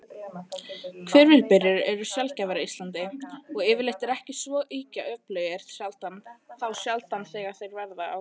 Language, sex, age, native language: Icelandic, female, 18-19, Icelandic